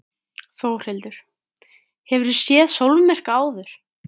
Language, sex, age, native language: Icelandic, female, 13, Icelandic